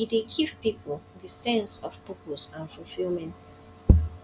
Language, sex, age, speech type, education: Nigerian Pidgin, female, 15-29, spontaneous, tertiary